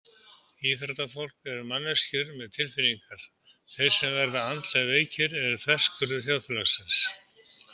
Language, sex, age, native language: Icelandic, male, 70-79, Icelandic